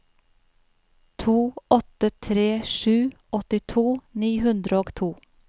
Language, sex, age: Norwegian, female, 41